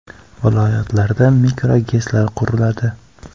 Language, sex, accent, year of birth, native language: Uzbek, male, Samarqand, 2002, Uzbek